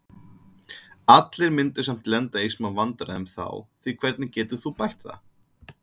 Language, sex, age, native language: Icelandic, male, 30-39, Icelandic